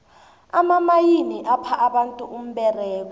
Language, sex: South Ndebele, female